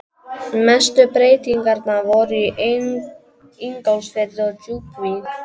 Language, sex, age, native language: Icelandic, male, 12, Icelandic